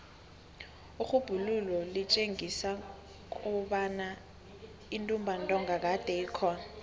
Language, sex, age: South Ndebele, female, 18